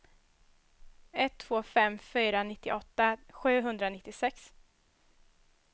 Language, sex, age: Swedish, female, 21